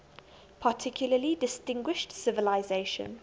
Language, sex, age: English, female, 22